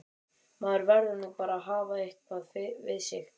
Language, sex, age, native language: Icelandic, other, 12, Icelandic